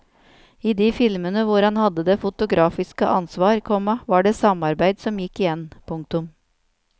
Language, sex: Norwegian, female